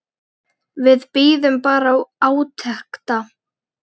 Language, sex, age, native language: Icelandic, female, 9, Icelandic